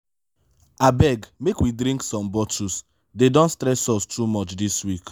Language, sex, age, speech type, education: Nigerian Pidgin, male, 15-29, spontaneous, tertiary